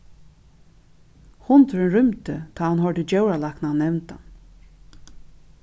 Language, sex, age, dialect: Faroese, female, 36-60, Norðuroyggjar